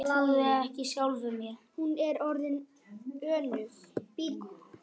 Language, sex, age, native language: Icelandic, male, 8, Icelandic